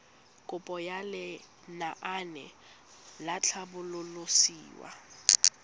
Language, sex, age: Tswana, female, 19